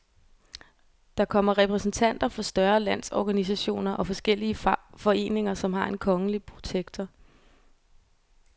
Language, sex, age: Danish, female, 24